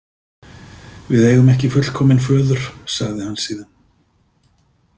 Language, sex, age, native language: Icelandic, male, 50-59, Icelandic